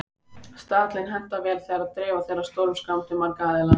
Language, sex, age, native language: Icelandic, female, 18-19, Icelandic